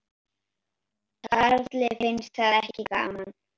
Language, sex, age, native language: Icelandic, male, 10, Icelandic